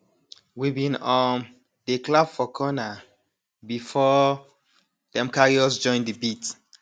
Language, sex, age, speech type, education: Nigerian Pidgin, male, 30-45, spontaneous, tertiary